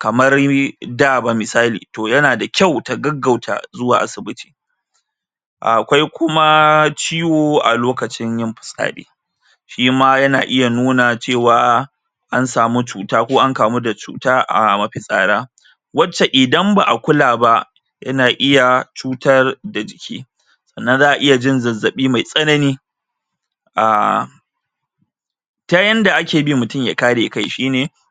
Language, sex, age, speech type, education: Hausa, male, 30-45, spontaneous, tertiary